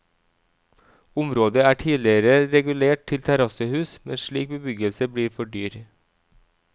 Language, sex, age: Norwegian, male, 37